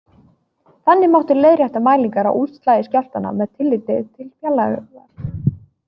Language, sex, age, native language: Icelandic, female, 20-29, Icelandic